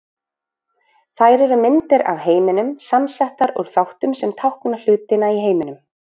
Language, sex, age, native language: Icelandic, female, 40-49, Icelandic